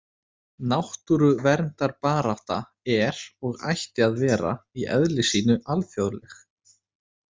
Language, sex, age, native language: Icelandic, male, 30-39, Icelandic